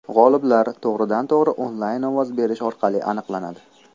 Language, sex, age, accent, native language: Uzbek, male, 18-24, Namangan, Uzbek